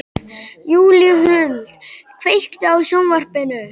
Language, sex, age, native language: Icelandic, male, 12, Icelandic